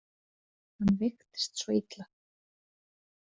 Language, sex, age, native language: Icelandic, female, 30-39, Icelandic